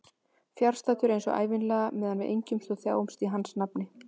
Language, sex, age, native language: Icelandic, female, 20-29, Icelandic